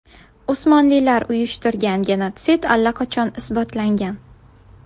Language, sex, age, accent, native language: Uzbek, female, 19-29, Buxoro, Uzbek